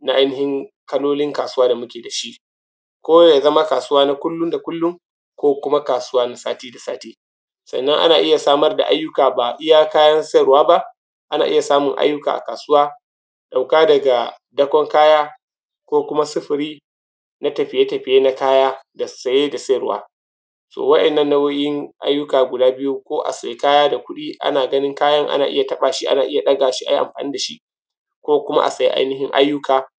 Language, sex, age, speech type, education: Hausa, male, 15-29, spontaneous, tertiary